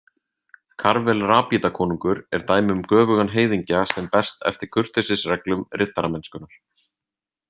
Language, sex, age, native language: Icelandic, male, 30-39, Icelandic